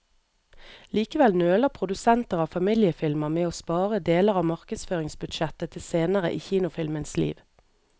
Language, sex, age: Norwegian, female, 38